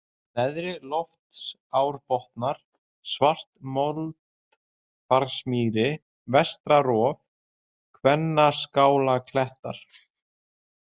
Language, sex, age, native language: Icelandic, male, 20-29, Icelandic